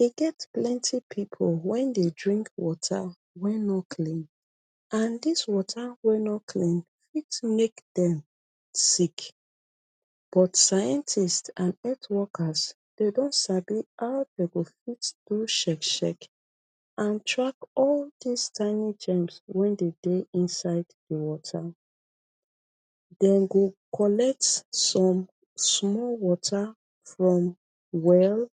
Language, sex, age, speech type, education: Nigerian Pidgin, female, 30-45, spontaneous, tertiary